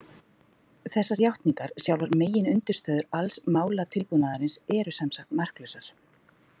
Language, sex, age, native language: Icelandic, female, 40-49, Icelandic